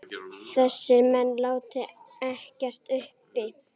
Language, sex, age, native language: Icelandic, female, 8, Icelandic